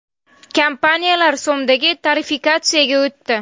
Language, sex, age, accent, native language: Uzbek, female, 19-29, Namangan, Uzbek